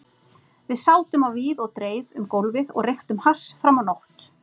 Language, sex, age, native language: Icelandic, female, 30-39, Icelandic